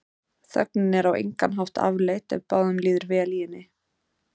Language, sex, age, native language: Icelandic, female, 30-39, Icelandic